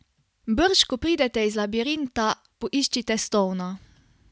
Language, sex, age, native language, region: Slovenian, female, 18-29, Slovenian, Carinthia region